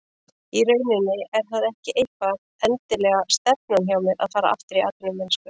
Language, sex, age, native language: Icelandic, female, 40-49, Icelandic